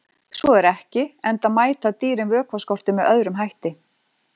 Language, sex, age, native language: Icelandic, female, 40-49, Icelandic